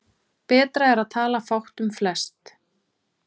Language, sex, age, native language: Icelandic, female, 30-39, Icelandic